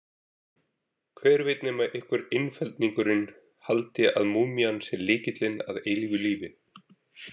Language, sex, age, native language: Icelandic, male, 40-49, Icelandic